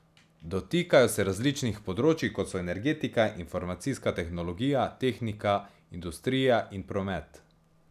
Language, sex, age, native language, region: Slovenian, male, 18-29, Slovenian, Savinja region